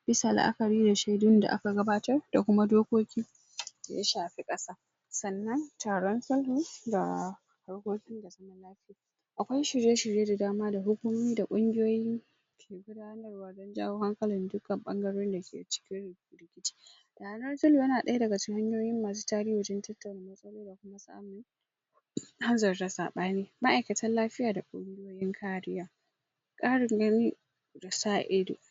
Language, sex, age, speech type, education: Hausa, female, 46-60, spontaneous, secondary